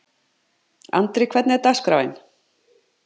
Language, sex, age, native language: Icelandic, male, 50-59, Icelandic